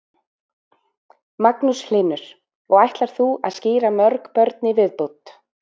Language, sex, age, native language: Icelandic, female, 40-49, Icelandic